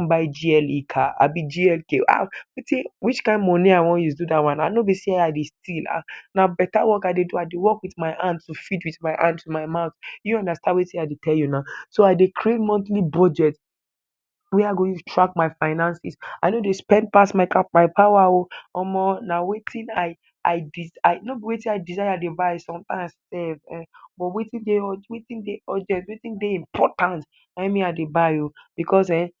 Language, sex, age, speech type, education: Nigerian Pidgin, male, 15-29, spontaneous, tertiary